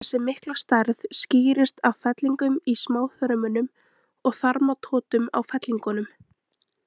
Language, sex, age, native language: Icelandic, female, 20-29, Icelandic